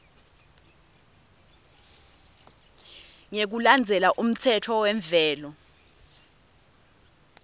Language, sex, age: Swati, female, 20